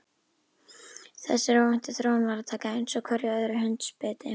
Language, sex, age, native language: Icelandic, female, 11, Icelandic